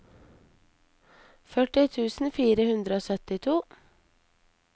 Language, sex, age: Norwegian, female, 23